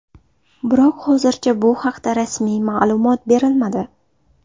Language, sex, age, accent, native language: Uzbek, female, 19-29, Sirdaryo, Uzbek